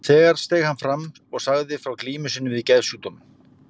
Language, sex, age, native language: Icelandic, male, 50-59, Icelandic